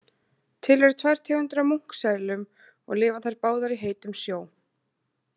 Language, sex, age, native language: Icelandic, female, 20-29, Icelandic